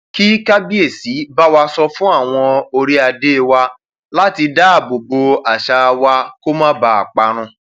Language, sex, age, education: Yoruba, male, 30-45, tertiary